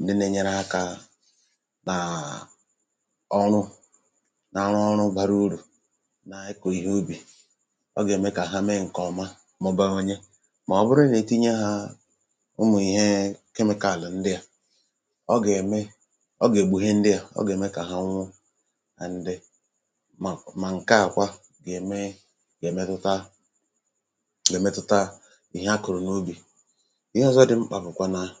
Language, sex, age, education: Igbo, male, 30-45, tertiary